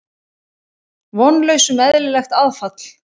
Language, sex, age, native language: Icelandic, female, 30-39, Icelandic